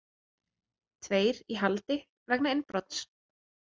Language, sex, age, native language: Icelandic, female, 30-39, Icelandic